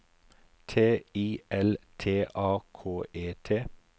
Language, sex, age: Norwegian, male, 43